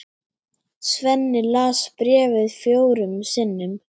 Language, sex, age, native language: Icelandic, male, 8, Icelandic